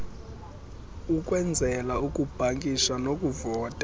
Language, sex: Xhosa, male